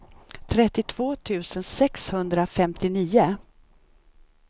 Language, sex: Swedish, female